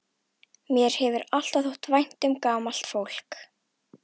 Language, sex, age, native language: Icelandic, female, 11, Icelandic